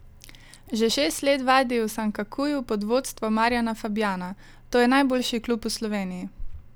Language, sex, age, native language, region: Slovenian, female, 18-29, Slovenian, Savinja region